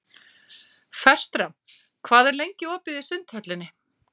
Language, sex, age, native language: Icelandic, female, 40-49, Icelandic